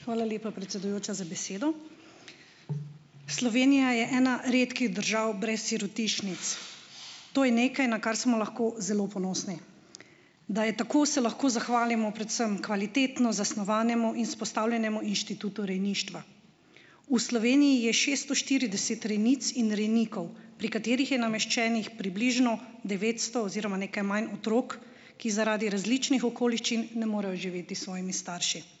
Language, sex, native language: Slovenian, female, Slovenian